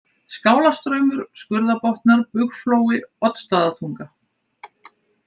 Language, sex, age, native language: Icelandic, female, 70-79, Icelandic